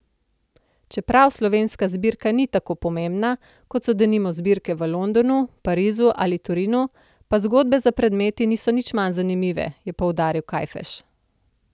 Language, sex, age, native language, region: Slovenian, female, 30-49, Slovenian, Central Slovenia